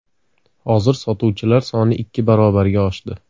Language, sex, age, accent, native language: Uzbek, male, 25-34, Andijon, Uzbek